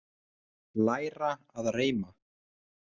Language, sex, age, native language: Icelandic, male, 30-39, Icelandic